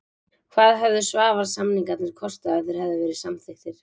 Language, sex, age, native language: Icelandic, female, 20-29, Icelandic